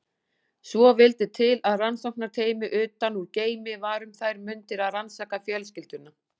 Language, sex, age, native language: Icelandic, female, 40-49, Icelandic